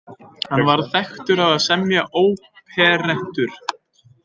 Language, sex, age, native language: Icelandic, male, 20-29, Icelandic